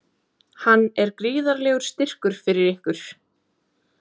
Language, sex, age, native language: Icelandic, female, 20-29, Icelandic